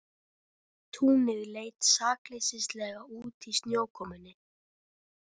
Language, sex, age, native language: Icelandic, female, 13, Icelandic